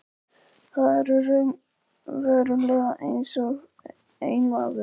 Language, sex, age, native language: Icelandic, male, 11, Polish